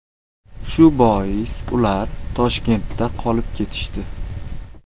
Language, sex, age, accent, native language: Uzbek, male, 18-24, Qashqadaryo, Uzbek